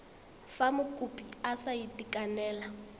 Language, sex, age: Tswana, female, 21